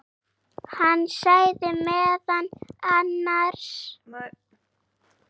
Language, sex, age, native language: Icelandic, female, 8, Icelandic